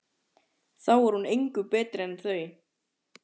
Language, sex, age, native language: Icelandic, male, 14, Icelandic